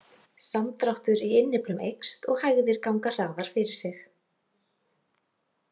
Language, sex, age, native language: Icelandic, female, 40-49, Icelandic